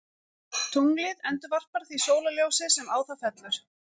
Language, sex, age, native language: Icelandic, female, 40-49, Icelandic